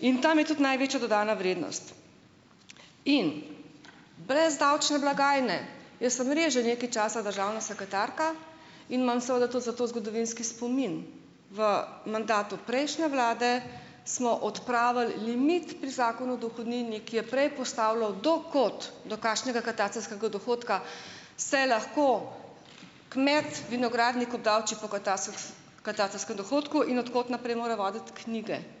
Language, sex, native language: Slovenian, female, Slovenian